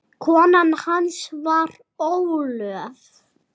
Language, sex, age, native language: Icelandic, male, 6, Icelandic